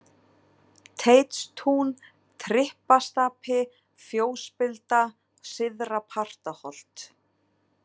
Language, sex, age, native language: Icelandic, female, 30-39, Icelandic